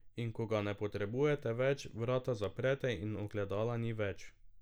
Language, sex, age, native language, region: Slovenian, male, 18-29, Slovenian, Drava region